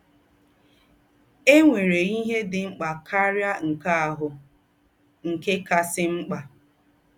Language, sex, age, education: Igbo, female, 30-45, tertiary